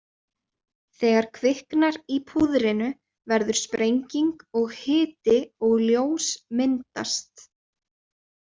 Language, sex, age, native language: Icelandic, female, 20-29, Icelandic